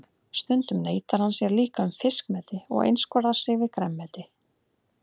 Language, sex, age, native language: Icelandic, female, 30-39, Icelandic